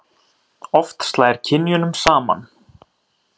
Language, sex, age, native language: Icelandic, male, 30-39, Icelandic